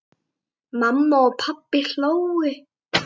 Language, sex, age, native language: Icelandic, female, 8, Icelandic